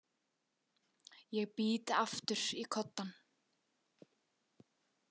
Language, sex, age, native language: Icelandic, female, 20-29, Icelandic